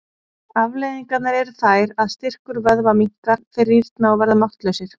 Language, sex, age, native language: Icelandic, female, 40-49, Icelandic